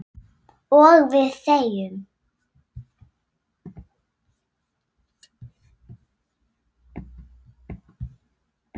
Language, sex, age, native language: Icelandic, female, 6, Icelandic